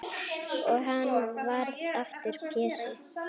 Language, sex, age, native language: Icelandic, male, 10, Icelandic